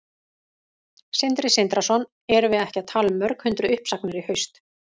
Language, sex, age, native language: Icelandic, female, 40-49, Icelandic